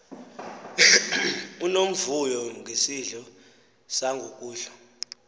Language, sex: Xhosa, male